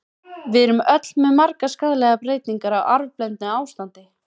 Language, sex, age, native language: Icelandic, female, 20-29, Icelandic